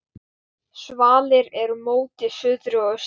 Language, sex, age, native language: Icelandic, male, 12, Icelandic